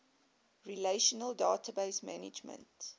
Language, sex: English, female